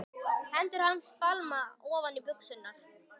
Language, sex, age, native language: Icelandic, male, 12, Icelandic